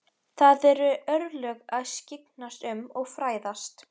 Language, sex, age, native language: Icelandic, female, 13, Icelandic